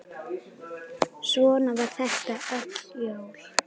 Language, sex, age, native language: Icelandic, female, 8, Icelandic